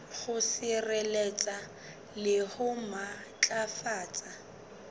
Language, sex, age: Southern Sotho, female, 23